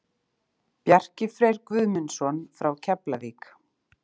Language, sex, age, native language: Icelandic, female, 30-39, Icelandic